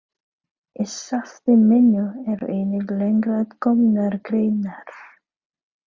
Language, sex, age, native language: Icelandic, female, 30-39, Filipino